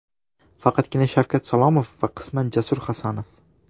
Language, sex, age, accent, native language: Uzbek, male, 12-17, Toshkent shahri, Uzbek